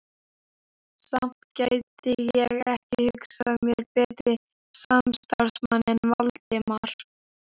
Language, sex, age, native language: Icelandic, male, 12, Icelandic